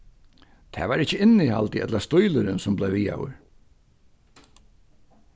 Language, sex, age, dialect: Faroese, male, 61+, Vágar